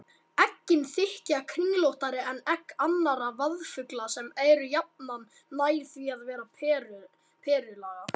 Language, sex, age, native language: Icelandic, male, 18-19, Icelandic